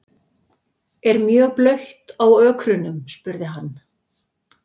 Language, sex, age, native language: Icelandic, female, 60-69, Icelandic